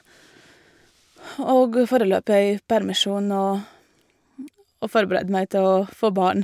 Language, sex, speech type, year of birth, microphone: Norwegian, female, spontaneous, 1986, Shure